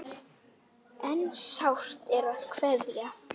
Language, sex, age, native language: Icelandic, female, 8, Icelandic